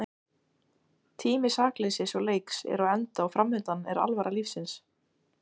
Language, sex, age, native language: Icelandic, female, 16, Icelandic